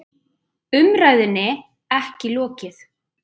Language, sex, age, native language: Icelandic, female, 30-39, Icelandic